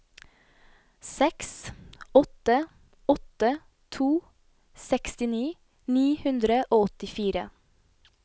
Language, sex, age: Norwegian, female, 25